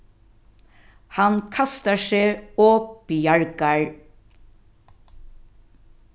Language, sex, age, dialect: Faroese, female, 36-60, Norðurstreymoy/Eysturoy